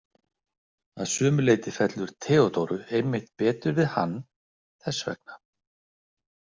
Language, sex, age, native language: Icelandic, male, 60-69, Icelandic